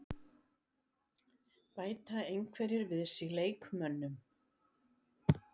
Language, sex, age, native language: Icelandic, female, 60-69, Icelandic